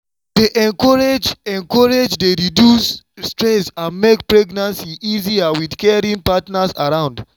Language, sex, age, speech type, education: Nigerian Pidgin, male, 30-45, spontaneous, tertiary